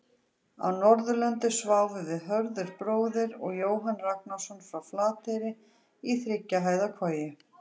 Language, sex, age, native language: Icelandic, female, 40-49, Icelandic